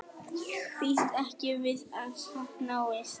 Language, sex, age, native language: Icelandic, female, 18-19, Icelandic